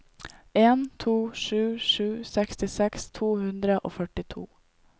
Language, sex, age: Norwegian, female, 18